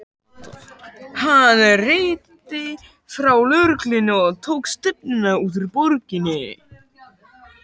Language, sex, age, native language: Icelandic, male, 12, Icelandic